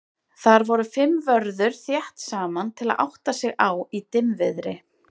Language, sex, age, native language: Icelandic, female, 30-39, Icelandic